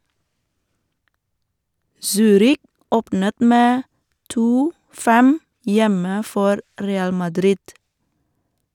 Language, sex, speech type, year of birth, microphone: Norwegian, female, read, 1979, Shure